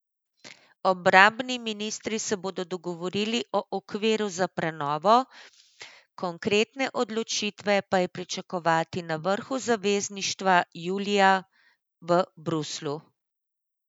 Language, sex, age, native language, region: Slovenian, female, 50-59, Slovenian, Central Slovenia